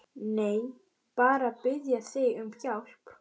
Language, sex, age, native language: Icelandic, female, 12, Icelandic